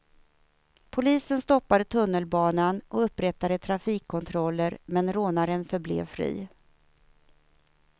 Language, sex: Swedish, female